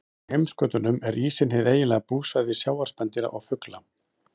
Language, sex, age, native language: Icelandic, male, 40-49, Icelandic